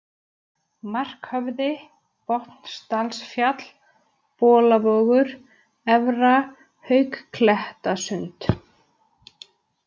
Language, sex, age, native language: Icelandic, female, 30-39, Icelandic